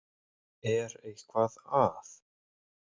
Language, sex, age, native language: Icelandic, male, 18-19, Icelandic